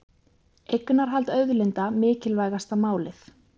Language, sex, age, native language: Icelandic, female, 20-29, Icelandic